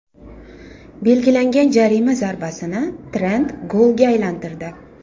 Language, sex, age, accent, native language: Uzbek, female, 35+, Toshkent shahri, Uzbek